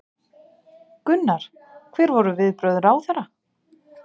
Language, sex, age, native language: Icelandic, female, 30-39, Icelandic